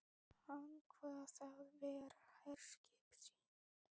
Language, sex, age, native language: Icelandic, male, 12, Icelandic